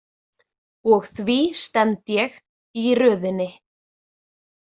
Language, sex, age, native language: Icelandic, female, 20-29, Icelandic